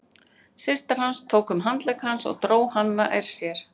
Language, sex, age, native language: Icelandic, female, 40-49, Icelandic